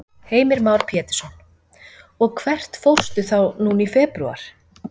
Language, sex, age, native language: Icelandic, female, 40-49, Icelandic